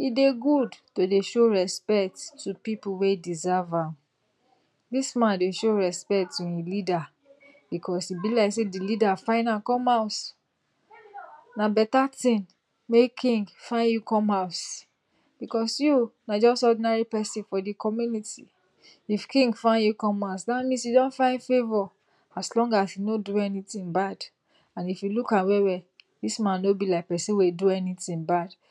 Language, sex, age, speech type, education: Nigerian Pidgin, female, 60+, spontaneous, tertiary